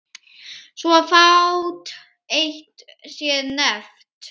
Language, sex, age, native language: Icelandic, female, 8, Icelandic